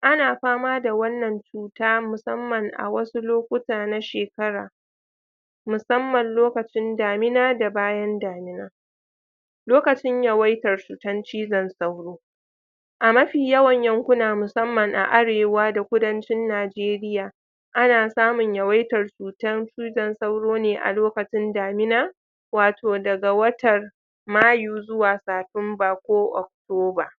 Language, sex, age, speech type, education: Hausa, female, 30-45, spontaneous, tertiary